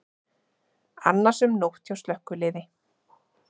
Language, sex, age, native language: Icelandic, female, 30-39, Icelandic